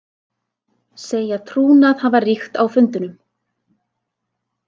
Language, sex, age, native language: Icelandic, female, 30-39, Icelandic